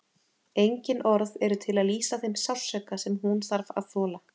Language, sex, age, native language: Icelandic, female, 30-39, Icelandic